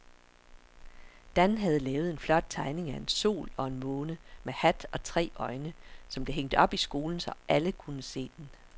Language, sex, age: Danish, female, 60